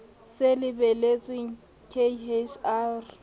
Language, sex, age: Southern Sotho, female, 27